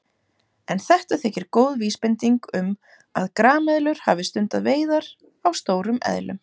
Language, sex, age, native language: Icelandic, female, 30-39, Icelandic